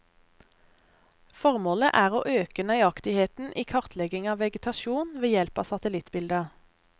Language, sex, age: Norwegian, female, 32